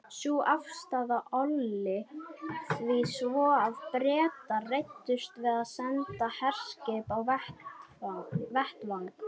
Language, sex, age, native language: Icelandic, female, 21, Icelandic